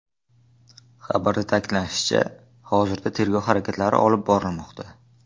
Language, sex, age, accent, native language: Uzbek, male, under 19, Navoiy, Uzbek